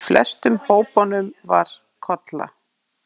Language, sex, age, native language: Icelandic, female, 8, Icelandic